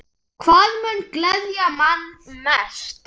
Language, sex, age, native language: Icelandic, male, 10, Icelandic